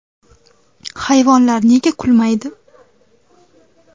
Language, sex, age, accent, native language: Uzbek, female, under 19, Toshkent viloyati, Uzbek